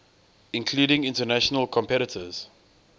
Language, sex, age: English, male, 20